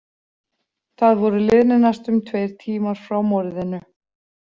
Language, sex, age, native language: Icelandic, female, 40-49, Icelandic